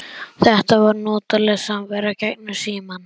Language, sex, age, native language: Icelandic, male, 11, Icelandic